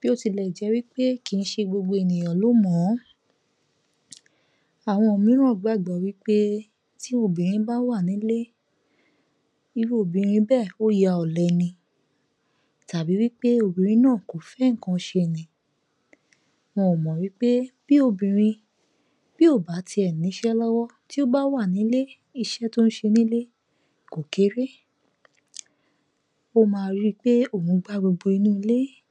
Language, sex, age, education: Yoruba, female, 30-45, tertiary